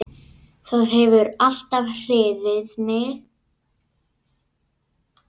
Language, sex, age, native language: Icelandic, male, 9, Icelandic